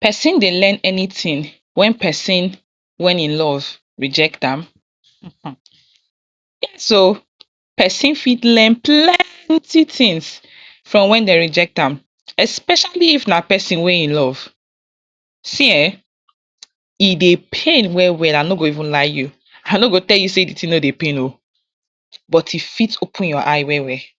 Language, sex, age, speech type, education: Nigerian Pidgin, female, 46-60, spontaneous, tertiary